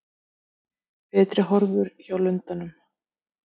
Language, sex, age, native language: Icelandic, female, 50-59, Icelandic